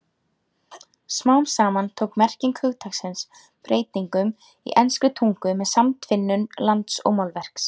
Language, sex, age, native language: Icelandic, female, 30-39, Icelandic